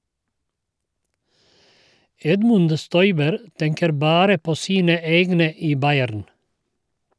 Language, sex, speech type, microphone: Norwegian, male, read, Shure